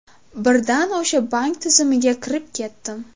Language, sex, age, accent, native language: Uzbek, female, under 19, Navoiy, Uzbek